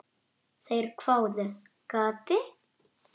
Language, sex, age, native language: Icelandic, female, 8, Icelandic